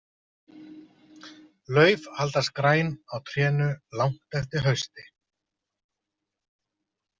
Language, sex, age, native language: Icelandic, male, 30-39, Icelandic